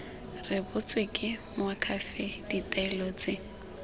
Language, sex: Tswana, female